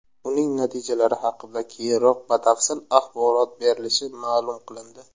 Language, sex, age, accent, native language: Uzbek, male, 19-29, Buxoro, Uzbek